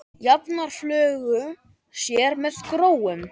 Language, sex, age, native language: Icelandic, male, 10, Icelandic